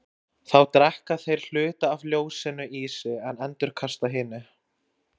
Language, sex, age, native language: Icelandic, male, 20-29, Icelandic